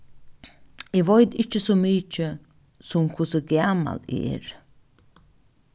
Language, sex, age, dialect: Faroese, female, 15-35, Norðuroyggjar